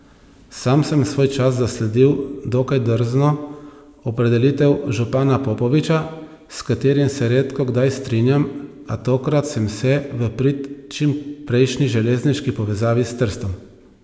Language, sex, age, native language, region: Slovenian, male, 30-49, Slovenian, Savinja region